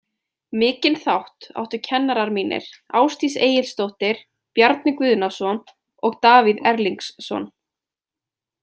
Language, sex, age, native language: Icelandic, female, 20-29, Icelandic